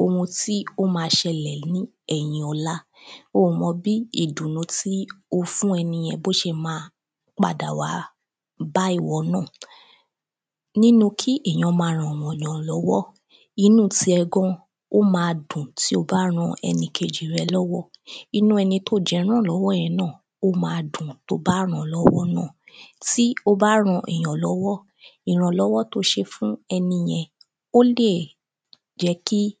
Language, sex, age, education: Yoruba, female, 15-29, primary